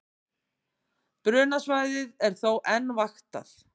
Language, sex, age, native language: Icelandic, female, 50-59, Icelandic